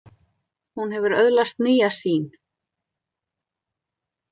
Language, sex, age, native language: Icelandic, female, 30-39, Icelandic